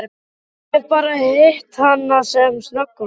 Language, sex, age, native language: Icelandic, male, 12, Icelandic